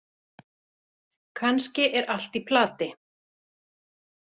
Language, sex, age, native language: Icelandic, female, 40-49, Icelandic